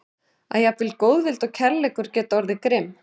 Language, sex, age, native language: Icelandic, male, 11, Icelandic